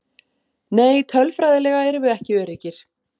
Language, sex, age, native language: Icelandic, female, 40-49, Icelandic